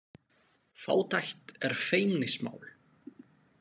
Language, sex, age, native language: Icelandic, male, 20-29, Slovak